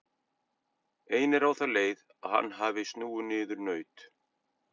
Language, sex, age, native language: Icelandic, male, 50-59, Icelandic